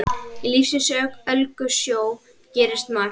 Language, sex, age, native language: Icelandic, female, 10, Icelandic